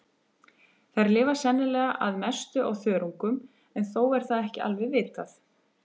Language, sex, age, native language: Icelandic, female, 30-39, Icelandic